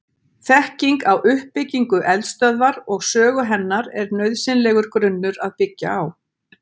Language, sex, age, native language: Icelandic, female, 60-69, Icelandic